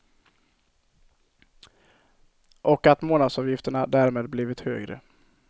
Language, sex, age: Swedish, male, 22